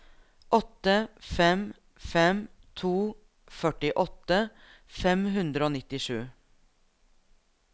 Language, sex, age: Norwegian, female, 42